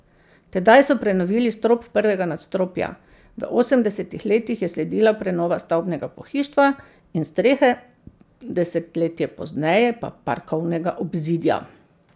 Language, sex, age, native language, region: Slovenian, female, 50-59, Slovenian, Central Slovenia